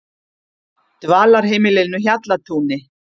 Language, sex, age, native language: Icelandic, female, 50-59, Icelandic